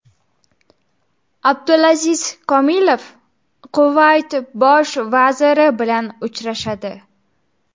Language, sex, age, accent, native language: Uzbek, female, 18-24, Farg'ona, Uzbek